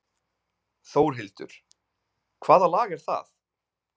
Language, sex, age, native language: Icelandic, male, 20-29, Icelandic